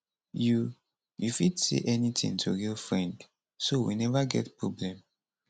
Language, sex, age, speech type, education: Nigerian Pidgin, male, 15-29, spontaneous, tertiary